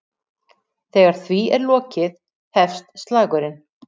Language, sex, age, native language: Icelandic, female, 40-49, Icelandic